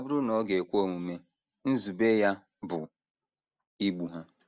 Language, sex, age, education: Igbo, male, 30-45, secondary